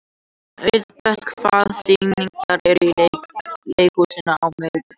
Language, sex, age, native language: Icelandic, other, 18-19, Icelandic